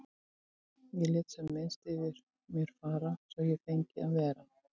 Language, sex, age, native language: Icelandic, female, 60-69, Icelandic